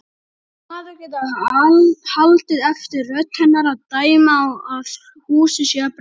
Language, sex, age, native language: Icelandic, female, 30-39, Icelandic